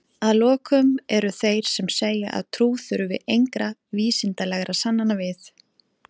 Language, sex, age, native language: Icelandic, female, 40-49, Icelandic